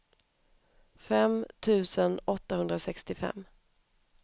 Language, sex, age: Swedish, female, 31